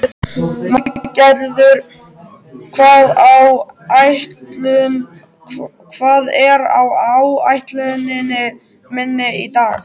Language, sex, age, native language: Icelandic, male, 13, Icelandic